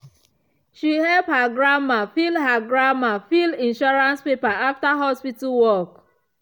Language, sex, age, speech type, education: Nigerian Pidgin, female, 15-29, spontaneous, tertiary